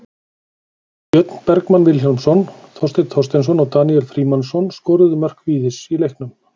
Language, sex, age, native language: Icelandic, male, 40-49, Icelandic